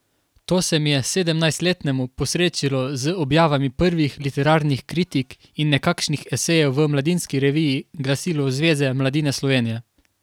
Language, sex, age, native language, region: Slovenian, male, 18-29, Slovenian, Carinthia region